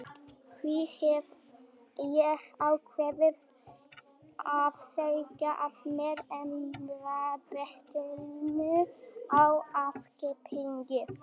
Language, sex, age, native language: Icelandic, male, 18-19, Icelandic